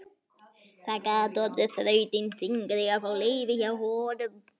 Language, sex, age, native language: Icelandic, female, 11, Icelandic